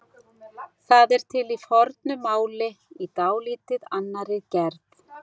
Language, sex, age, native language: Icelandic, female, 60-69, Icelandic